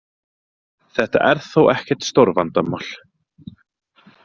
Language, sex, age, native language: Icelandic, male, 30-39, Icelandic